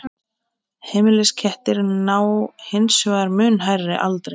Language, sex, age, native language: Icelandic, female, 20-29, Icelandic